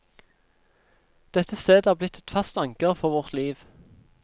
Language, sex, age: Norwegian, male, 26